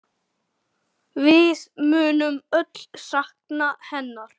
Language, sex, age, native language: Icelandic, male, 9, Icelandic